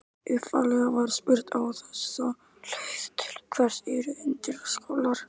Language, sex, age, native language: Icelandic, male, 18-19, Icelandic